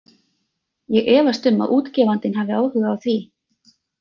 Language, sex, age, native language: Icelandic, female, 30-39, Icelandic